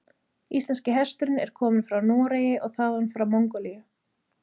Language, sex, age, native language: Icelandic, female, 30-39, Icelandic